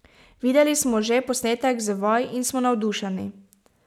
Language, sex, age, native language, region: Slovenian, female, 18-29, Slovenian, Pomurje region